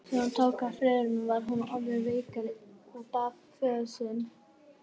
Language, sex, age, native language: Icelandic, female, 18-19, Icelandic